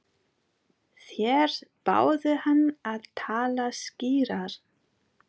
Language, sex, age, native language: Icelandic, female, 40-49, German